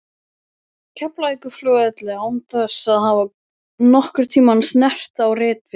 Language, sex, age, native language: Icelandic, male, 12, Icelandic